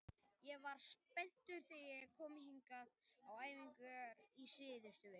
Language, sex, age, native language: Icelandic, male, 18-19, Icelandic